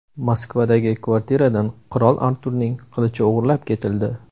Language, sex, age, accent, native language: Uzbek, male, 18-24, Samarqand, Uzbek